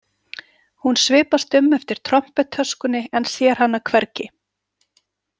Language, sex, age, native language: Icelandic, female, 40-49, Icelandic